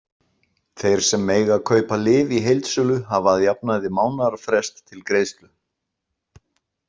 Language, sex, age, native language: Icelandic, male, 60-69, Icelandic